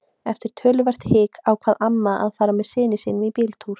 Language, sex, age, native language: Icelandic, female, 18-19, Icelandic